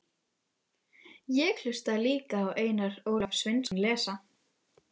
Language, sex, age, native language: Icelandic, female, 12, Icelandic